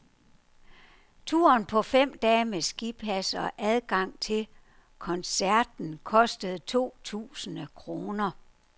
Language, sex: Danish, female